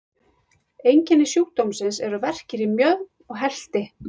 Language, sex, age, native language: Icelandic, female, 40-49, Icelandic